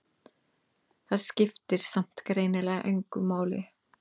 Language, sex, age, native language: Icelandic, female, 50-59, English